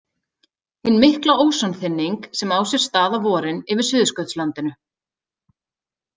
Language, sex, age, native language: Icelandic, female, 30-39, Icelandic